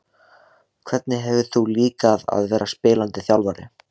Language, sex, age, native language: Icelandic, male, 16, Icelandic